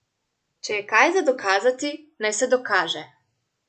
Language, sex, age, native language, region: Slovenian, female, 18-29, Slovenian, Central Slovenia